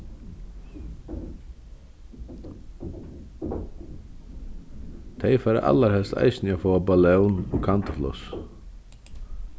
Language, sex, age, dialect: Faroese, male, 36-60, Vágar